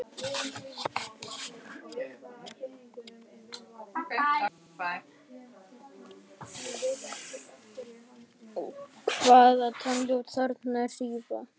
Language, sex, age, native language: Icelandic, other, 60-69, Icelandic